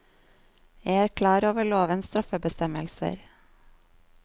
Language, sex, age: Norwegian, female, 39